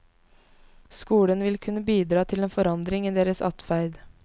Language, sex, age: Norwegian, female, 19